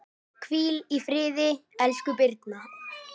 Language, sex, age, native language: Icelandic, male, 9, Icelandic